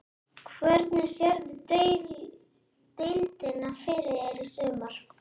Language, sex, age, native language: Icelandic, male, 11, Icelandic